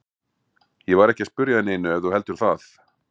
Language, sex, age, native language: Icelandic, male, 40-49, Icelandic